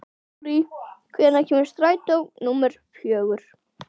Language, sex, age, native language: Icelandic, female, 12, Icelandic